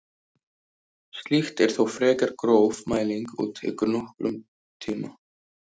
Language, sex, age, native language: Icelandic, male, 18-19, Icelandic